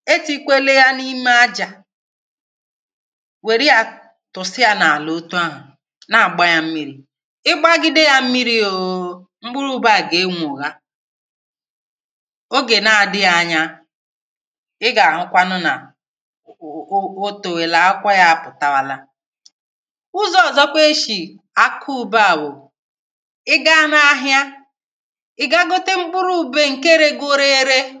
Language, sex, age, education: Igbo, female, 30-45, tertiary